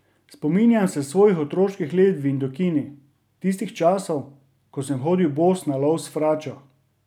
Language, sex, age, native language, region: Slovenian, male, 30-49, Slovenian, Drava region